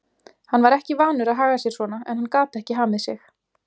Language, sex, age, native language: Icelandic, female, 20-29, Icelandic